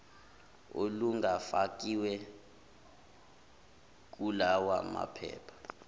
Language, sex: Zulu, male